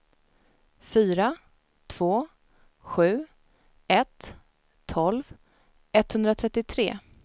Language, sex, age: Swedish, female, 19